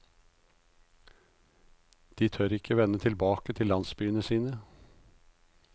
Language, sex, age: Norwegian, male, 56